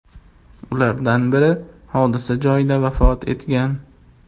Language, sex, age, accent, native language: Uzbek, male, 18-24, Andijon, Uzbek